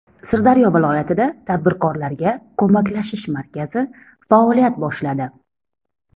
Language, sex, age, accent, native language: Uzbek, female, 30-39, Toshkent shahri, Uzbek